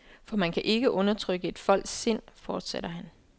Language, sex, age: Danish, female, 24